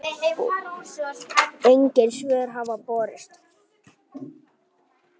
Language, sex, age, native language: Icelandic, male, 9, Icelandic